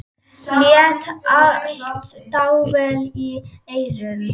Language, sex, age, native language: Icelandic, female, 8, Icelandic